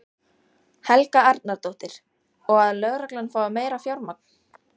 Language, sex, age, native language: Icelandic, female, 14, Icelandic